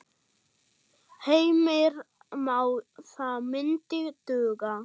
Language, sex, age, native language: Icelandic, male, 6, German